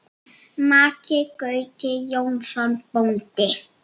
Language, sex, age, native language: Icelandic, female, 7, Icelandic